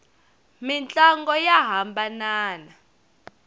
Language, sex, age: Tsonga, female, 22